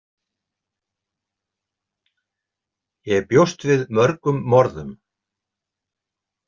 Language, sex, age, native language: Icelandic, male, 70-79, Icelandic